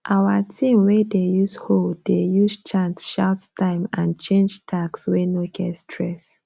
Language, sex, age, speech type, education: Nigerian Pidgin, female, 15-29, spontaneous, tertiary